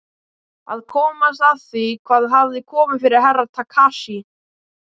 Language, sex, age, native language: Icelandic, male, 18-19, Icelandic